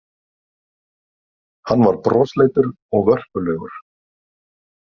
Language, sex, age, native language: Icelandic, male, 30-39, Icelandic